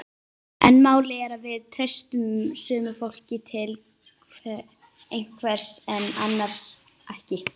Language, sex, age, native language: Icelandic, female, 18-19, Icelandic